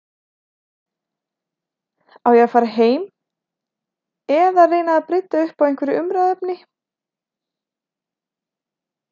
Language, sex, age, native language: Icelandic, female, 30-39, Icelandic